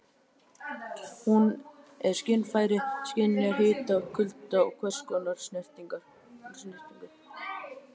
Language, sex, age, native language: Icelandic, male, 12, Icelandic